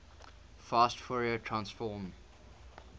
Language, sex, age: English, male, 19